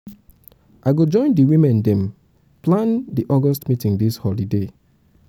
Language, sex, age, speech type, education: Nigerian Pidgin, male, 30-45, spontaneous, tertiary